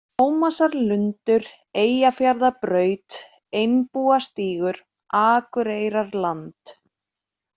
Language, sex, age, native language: Icelandic, female, 30-39, Icelandic